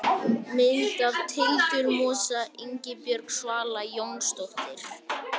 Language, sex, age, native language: Icelandic, male, 18-19, Icelandic